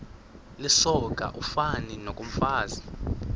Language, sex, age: Xhosa, male, 20